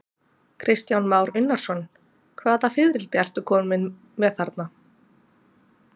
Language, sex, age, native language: Icelandic, female, 30-39, Icelandic